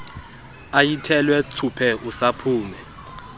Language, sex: Xhosa, male